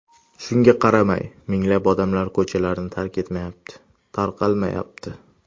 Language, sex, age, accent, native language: Uzbek, male, under 19, Toshkent shahri, Uzbek